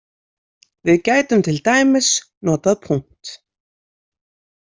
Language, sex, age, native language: Icelandic, female, 40-49, Icelandic